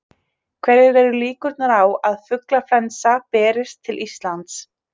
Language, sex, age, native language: Icelandic, female, 30-39, Icelandic